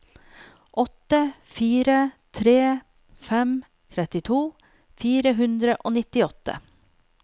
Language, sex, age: Norwegian, female, 48